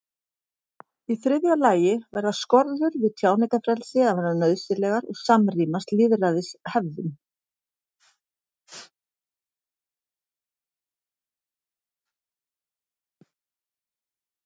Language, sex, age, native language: Icelandic, female, 40-49, Icelandic